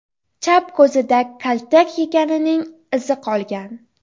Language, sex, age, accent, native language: Uzbek, female, 12-17, Jizzax, Uzbek